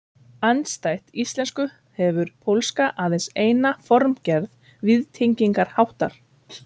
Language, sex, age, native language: Icelandic, female, 30-39, Icelandic